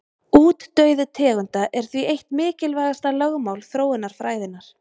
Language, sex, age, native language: Icelandic, female, 30-39, Icelandic